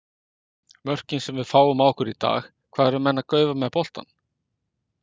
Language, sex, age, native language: Icelandic, male, 50-59, Icelandic